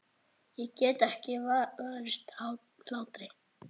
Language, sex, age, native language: Icelandic, male, 8, Icelandic